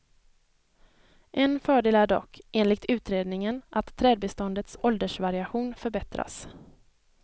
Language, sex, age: Swedish, female, 23